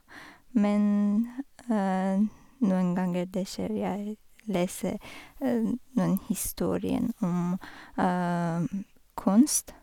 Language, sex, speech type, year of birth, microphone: Norwegian, female, spontaneous, 1985, Sennheiser